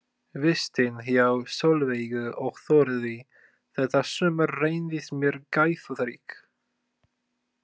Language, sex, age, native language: Icelandic, male, 20-29, Polish